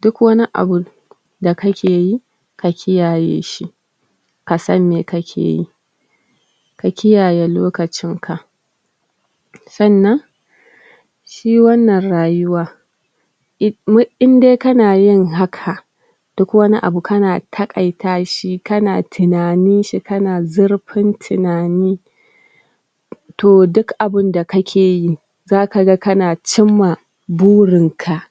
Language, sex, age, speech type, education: Hausa, female, 30-45, spontaneous, tertiary